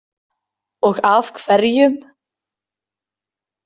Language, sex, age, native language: Icelandic, female, 20-29, Icelandic